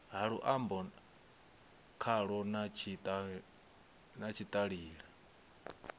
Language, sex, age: Venda, male, 22